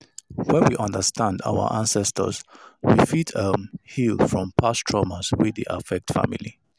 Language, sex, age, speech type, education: Nigerian Pidgin, male, 30-45, spontaneous, tertiary